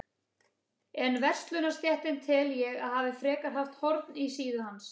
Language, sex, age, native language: Icelandic, female, 30-39, Icelandic